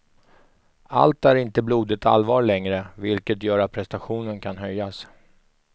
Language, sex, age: Swedish, male, 44